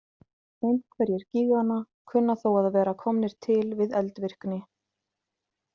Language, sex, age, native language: Icelandic, female, 30-39, Icelandic